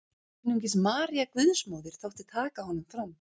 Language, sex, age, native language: Icelandic, female, 30-39, Icelandic